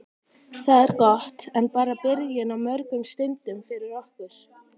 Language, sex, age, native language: Icelandic, female, 18-19, Icelandic